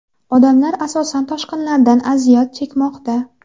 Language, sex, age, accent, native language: Uzbek, female, 19-29, Jizzax, Uzbek